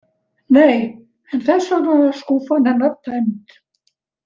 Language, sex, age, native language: Icelandic, female, 70-79, Icelandic